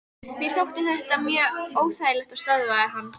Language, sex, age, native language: Icelandic, female, 13, Icelandic